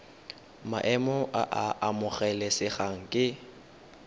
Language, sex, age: Tswana, male, 19